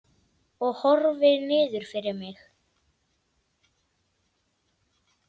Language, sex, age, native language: Icelandic, male, 10, Icelandic